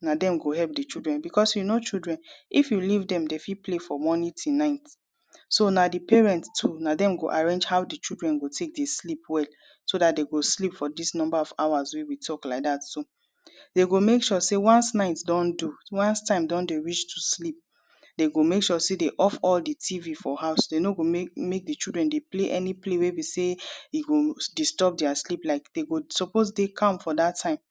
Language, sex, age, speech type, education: Nigerian Pidgin, female, 30-45, spontaneous, tertiary